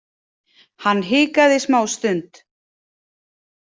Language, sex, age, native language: Icelandic, female, 40-49, Icelandic